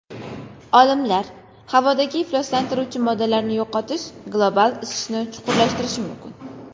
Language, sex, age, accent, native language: Uzbek, female, 19-29, Qashqadaryo, Uzbek